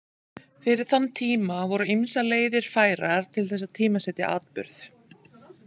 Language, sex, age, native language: Icelandic, female, 30-39, Icelandic